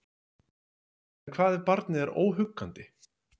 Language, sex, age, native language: Icelandic, male, 30-39, Icelandic